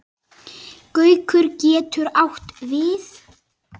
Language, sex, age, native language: Icelandic, male, 9, Icelandic